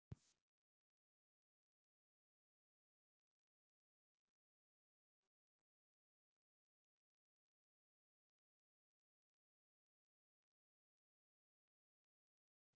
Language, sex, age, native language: Icelandic, male, 40-49, English